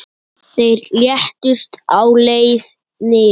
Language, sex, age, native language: Icelandic, male, 8, Icelandic